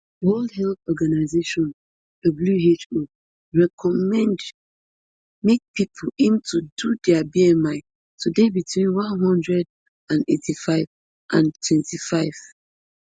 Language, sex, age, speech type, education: Nigerian Pidgin, female, 15-29, spontaneous, tertiary